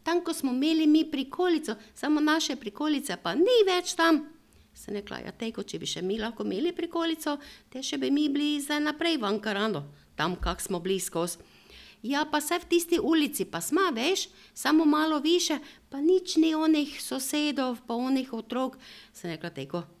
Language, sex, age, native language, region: Slovenian, female, 60+, Slovenian, Drava region